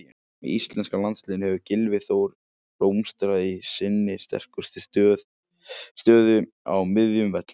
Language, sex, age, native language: Icelandic, male, 18-19, Icelandic